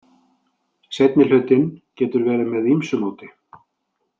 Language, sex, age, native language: Icelandic, male, 50-59, Icelandic